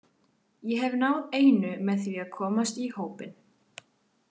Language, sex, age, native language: Icelandic, female, 18-19, Icelandic